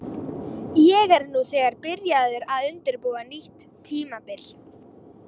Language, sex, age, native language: Icelandic, female, 18-19, Icelandic